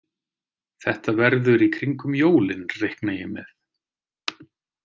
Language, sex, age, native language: Icelandic, male, 30-39, Icelandic